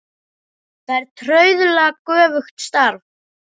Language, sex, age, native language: Icelandic, male, 10, Icelandic